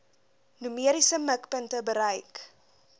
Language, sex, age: Afrikaans, female, 20